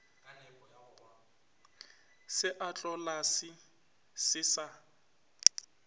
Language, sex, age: Northern Sotho, male, 25